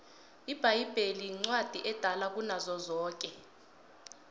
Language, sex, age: South Ndebele, female, 20